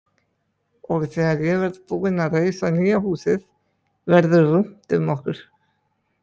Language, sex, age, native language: Icelandic, male, 20-29, Icelandic